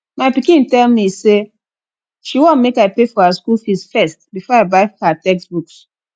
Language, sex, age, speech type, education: Nigerian Pidgin, female, 15-29, spontaneous, tertiary